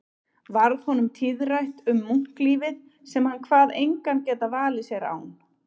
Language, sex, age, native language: Icelandic, female, 30-39, Icelandic